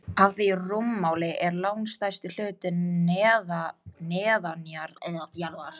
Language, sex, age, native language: Icelandic, female, 18-19, Icelandic